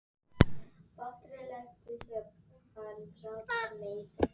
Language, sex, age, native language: Icelandic, female, 13, Icelandic